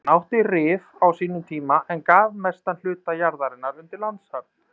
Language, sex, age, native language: Icelandic, male, 30-39, Icelandic